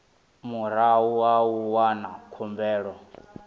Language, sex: Venda, male